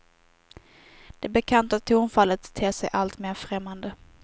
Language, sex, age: Swedish, female, 18